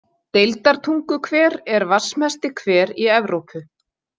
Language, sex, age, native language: Icelandic, female, 40-49, Icelandic